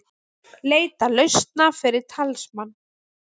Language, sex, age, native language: Icelandic, female, 20-29, Icelandic